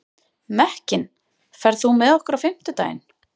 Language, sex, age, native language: Icelandic, female, 30-39, Icelandic